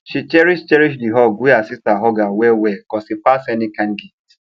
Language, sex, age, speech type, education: Nigerian Pidgin, male, 15-29, spontaneous, tertiary